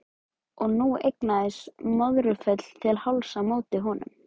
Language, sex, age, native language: Icelandic, male, 12, Icelandic